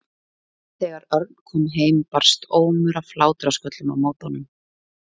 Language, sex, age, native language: Icelandic, female, 20-29, Icelandic